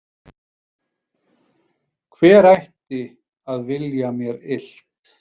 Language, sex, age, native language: Icelandic, male, 40-49, Icelandic